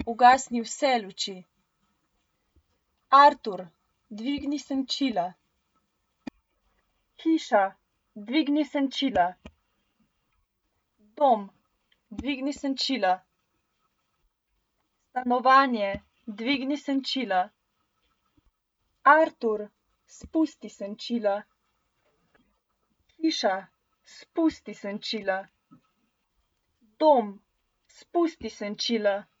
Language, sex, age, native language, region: Slovenian, female, 18-29, Slovenian, Gorenjska region